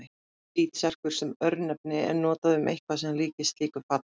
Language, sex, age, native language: Icelandic, female, 30-39, Icelandic